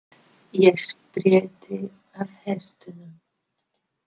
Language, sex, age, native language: Icelandic, female, 50-59, English